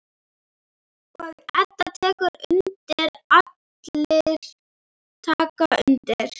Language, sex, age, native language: Icelandic, female, 11, Icelandic